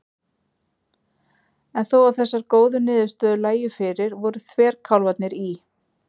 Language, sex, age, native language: Icelandic, female, 40-49, Icelandic